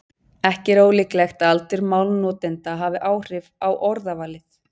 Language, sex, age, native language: Icelandic, female, 40-49, Icelandic